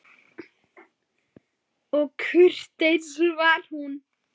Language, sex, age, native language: Icelandic, male, 7, Icelandic